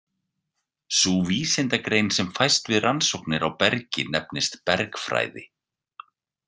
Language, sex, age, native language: Icelandic, male, 40-49, Icelandic